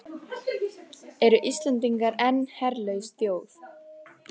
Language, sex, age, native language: Icelandic, female, 14, Icelandic